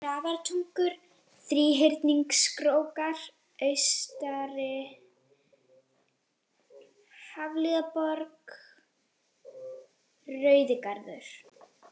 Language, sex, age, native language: Icelandic, female, 18-19, Icelandic